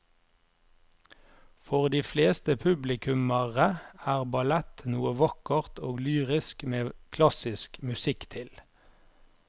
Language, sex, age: Norwegian, male, 30